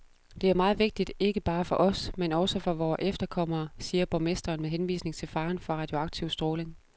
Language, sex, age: Danish, female, 32